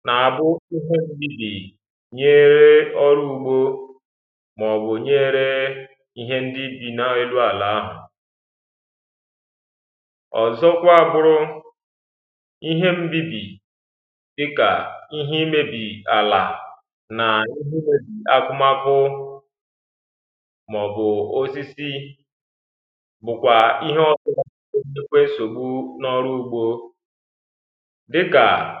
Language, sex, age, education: Igbo, male, 15-29, primary